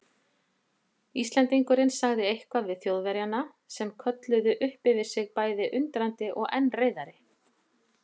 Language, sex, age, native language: Icelandic, female, 40-49, Icelandic